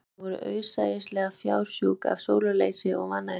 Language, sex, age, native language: Icelandic, female, 20-29, Icelandic